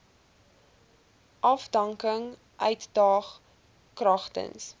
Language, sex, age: Afrikaans, female, 20